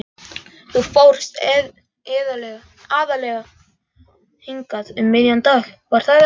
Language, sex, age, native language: Icelandic, male, 11, Icelandic